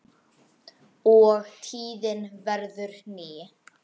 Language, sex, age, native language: Icelandic, other, 10, Icelandic